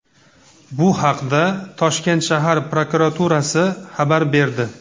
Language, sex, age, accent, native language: Uzbek, male, 35+, Namangan, Uzbek